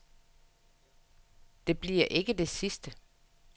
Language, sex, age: Danish, female, 61